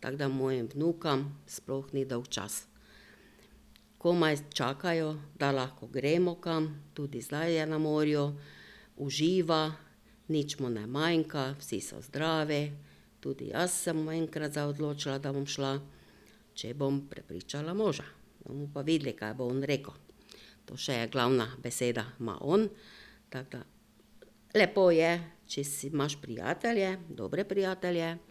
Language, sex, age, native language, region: Slovenian, female, 60+, Slovenian, Drava region